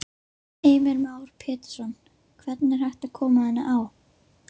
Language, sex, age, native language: Icelandic, female, 11, Icelandic